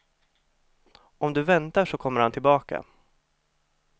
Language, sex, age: Swedish, male, 25